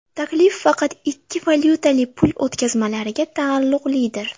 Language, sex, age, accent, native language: Uzbek, female, under 19, Sirdaryo, Uzbek